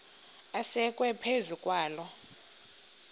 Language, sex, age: Xhosa, female, 22